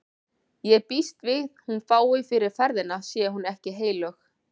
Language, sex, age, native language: Icelandic, female, 40-49, Icelandic